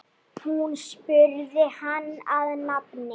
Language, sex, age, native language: Icelandic, female, 8, Icelandic